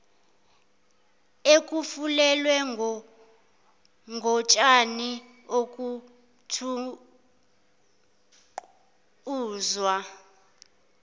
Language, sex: Zulu, female